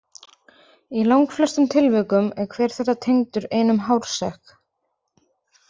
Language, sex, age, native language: Icelandic, female, 20-29, Icelandic